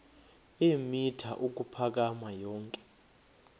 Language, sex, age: Xhosa, male, 21